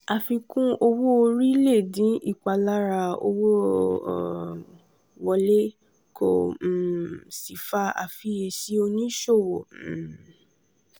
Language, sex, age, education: Yoruba, female, 15-29, tertiary